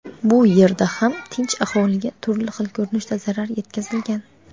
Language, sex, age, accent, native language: Uzbek, female, under 19, Xorazm, Uzbek